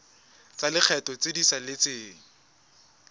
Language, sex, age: Tswana, male, 20